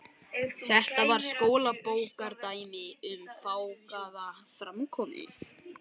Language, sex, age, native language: Icelandic, male, 12, Icelandic